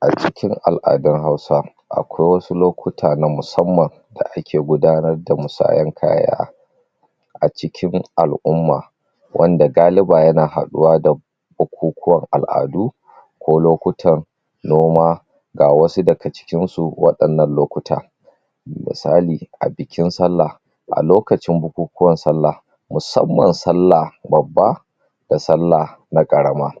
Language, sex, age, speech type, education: Hausa, male, 30-45, spontaneous, tertiary